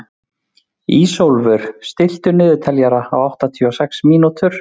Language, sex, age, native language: Icelandic, male, 40-49, Icelandic